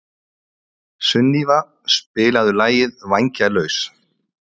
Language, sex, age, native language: Icelandic, male, 40-49, Icelandic